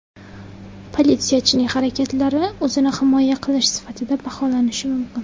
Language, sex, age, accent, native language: Uzbek, female, 19-29, Samarqand, Uzbek